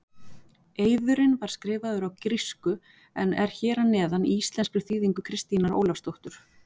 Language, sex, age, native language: Icelandic, female, 40-49, Icelandic